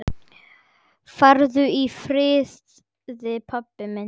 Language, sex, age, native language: Icelandic, male, 10, Icelandic